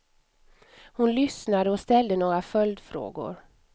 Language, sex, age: Swedish, female, 44